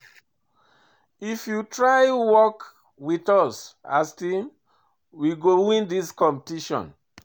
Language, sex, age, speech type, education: Nigerian Pidgin, male, 46-60, read, tertiary